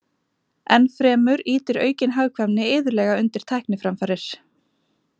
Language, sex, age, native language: Icelandic, female, 20-29, Icelandic